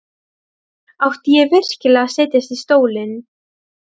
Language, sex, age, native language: Icelandic, female, 12, Serbo-Croatian